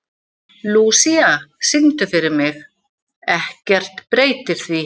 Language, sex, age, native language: Icelandic, female, 60-69, Icelandic